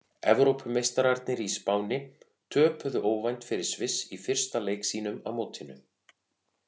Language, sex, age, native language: Icelandic, male, 40-49, Icelandic